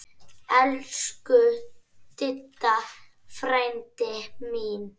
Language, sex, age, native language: Icelandic, male, 10, Icelandic